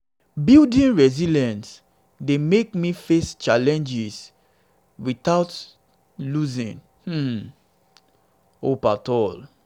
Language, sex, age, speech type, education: Nigerian Pidgin, male, 30-45, spontaneous, secondary